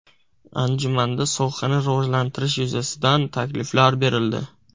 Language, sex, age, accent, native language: Uzbek, male, 18-24, Buxoro, Uzbek